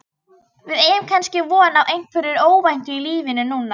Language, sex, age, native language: Icelandic, female, 13, Icelandic